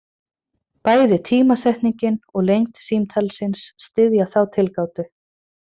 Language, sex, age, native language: Icelandic, female, 30-39, Icelandic